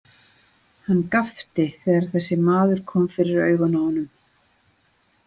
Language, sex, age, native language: Icelandic, female, 40-49, Icelandic